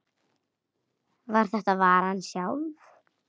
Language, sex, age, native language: Icelandic, female, 8, Icelandic